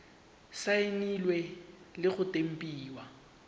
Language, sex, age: Tswana, male, 19